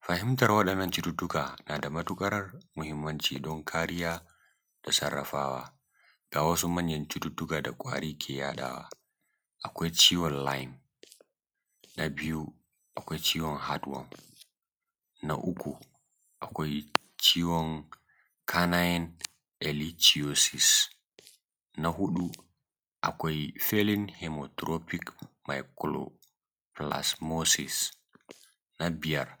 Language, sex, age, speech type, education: Hausa, male, 15-29, spontaneous, secondary